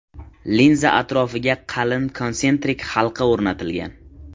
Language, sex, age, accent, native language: Uzbek, male, 18-24, Qashqadaryo, Uzbek